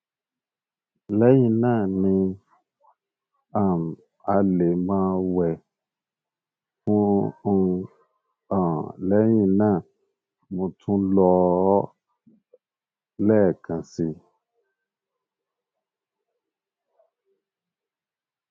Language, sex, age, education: Yoruba, male, 30-45, tertiary